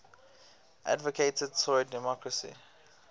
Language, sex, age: English, male, 18